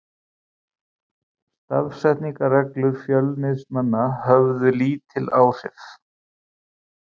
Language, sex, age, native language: Icelandic, male, 50-59, Icelandic